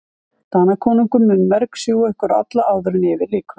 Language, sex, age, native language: Icelandic, female, 50-59, Icelandic